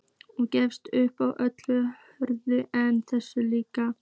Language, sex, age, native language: Icelandic, female, 15, Icelandic